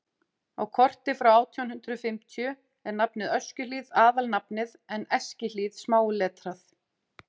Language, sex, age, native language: Icelandic, female, 40-49, Icelandic